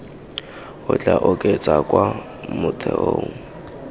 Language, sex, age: Tswana, male, 19